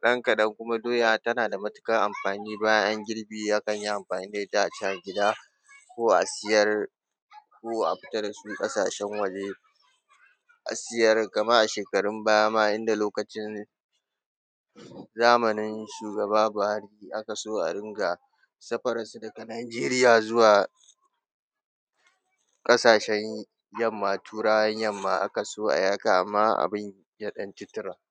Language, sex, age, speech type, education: Hausa, male, 15-29, spontaneous, tertiary